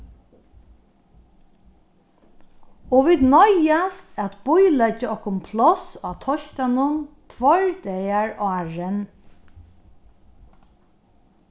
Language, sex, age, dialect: Faroese, female, 61+, Norðurstreymoy/Eysturoy